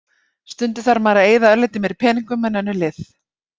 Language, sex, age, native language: Icelandic, female, 40-49, Icelandic